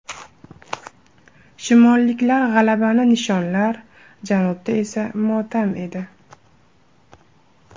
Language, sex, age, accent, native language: Uzbek, female, 18-24, Andijon, Uzbek